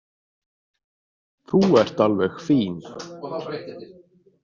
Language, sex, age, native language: Icelandic, male, 30-39, Icelandic